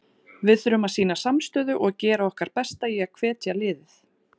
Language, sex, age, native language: Icelandic, female, 40-49, Icelandic